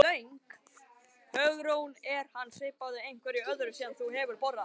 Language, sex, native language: Icelandic, other, Chinese